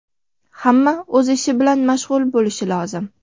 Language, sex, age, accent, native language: Uzbek, female, 12-17, Farg'ona, Uzbek